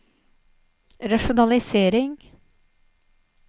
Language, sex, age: Norwegian, female, 46